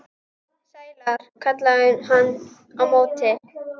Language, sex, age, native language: Icelandic, female, 10, Icelandic